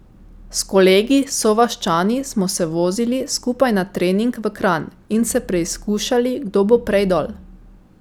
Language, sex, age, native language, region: Slovenian, female, 18-29, Slovenian, Savinja region